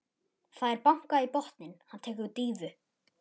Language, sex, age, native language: Icelandic, male, 11, Icelandic